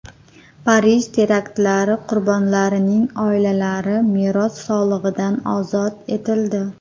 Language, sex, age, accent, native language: Uzbek, female, 30-39, Qoraqalpog'iston, Uzbek